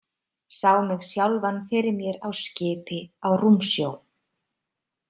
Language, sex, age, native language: Icelandic, female, 30-39, Icelandic